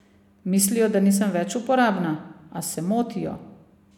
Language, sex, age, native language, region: Slovenian, female, 50-59, Slovenian, Savinja region